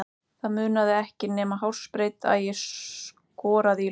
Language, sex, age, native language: Icelandic, male, 14, Icelandic